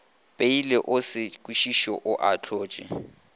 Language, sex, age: Northern Sotho, male, 21